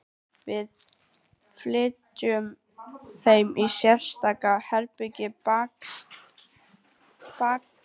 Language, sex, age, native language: Icelandic, female, 11, Icelandic